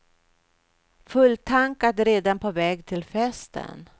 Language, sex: Swedish, female